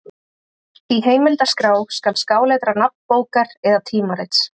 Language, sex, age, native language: Icelandic, female, 20-29, Icelandic